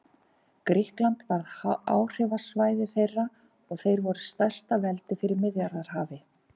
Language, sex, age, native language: Icelandic, female, 50-59, Icelandic